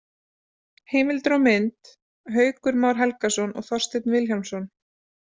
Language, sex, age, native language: Icelandic, female, 30-39, Icelandic